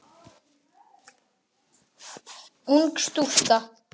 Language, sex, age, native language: Icelandic, male, 8, Icelandic